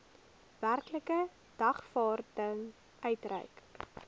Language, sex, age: Afrikaans, female, 20